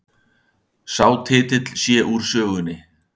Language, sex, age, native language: Icelandic, male, 60-69, Icelandic